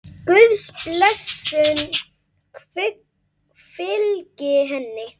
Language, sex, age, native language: Icelandic, male, 8, Icelandic